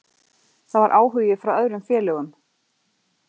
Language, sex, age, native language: Icelandic, female, 40-49, Icelandic